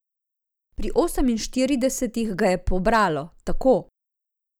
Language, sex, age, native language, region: Slovenian, female, 50-59, Slovenian, Zasavska region